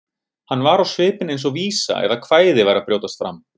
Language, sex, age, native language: Icelandic, male, 30-39, Icelandic